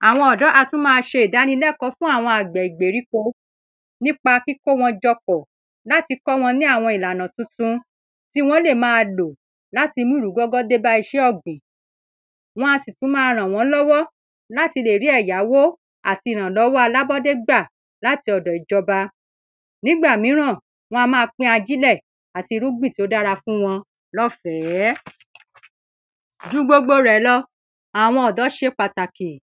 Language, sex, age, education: Yoruba, female, 30-45, secondary